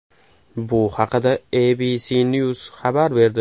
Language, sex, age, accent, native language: Uzbek, male, 18-24, Toshkent shahri, Uzbek